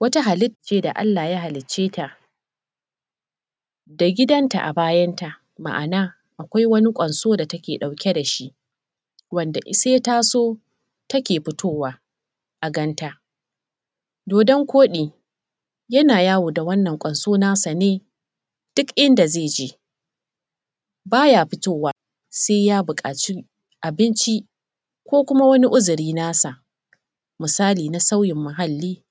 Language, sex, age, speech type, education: Hausa, female, 30-45, spontaneous, secondary